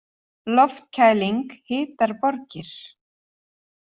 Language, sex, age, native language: Icelandic, female, 40-49, Icelandic